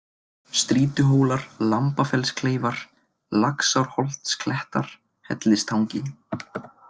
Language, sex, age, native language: Icelandic, male, 20-29, Icelandic